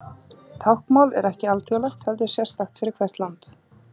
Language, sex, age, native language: Icelandic, female, 30-39, Icelandic